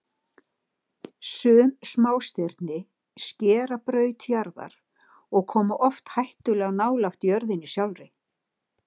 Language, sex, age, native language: Icelandic, female, 60-69, Icelandic